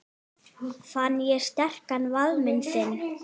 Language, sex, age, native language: Icelandic, female, 8, Icelandic